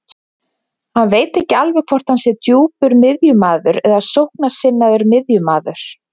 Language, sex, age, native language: Icelandic, female, 20-29, Icelandic